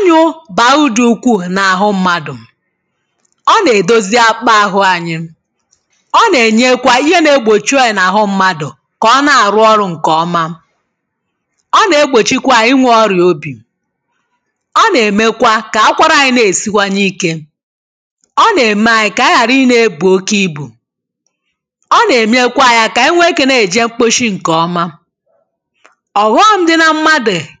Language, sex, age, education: Igbo, female, 15-29, tertiary